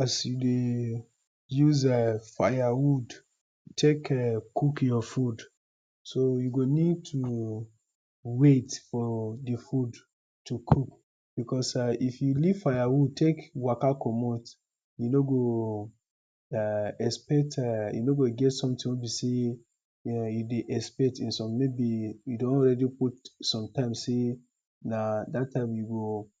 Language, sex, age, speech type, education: Nigerian Pidgin, male, 15-29, spontaneous, tertiary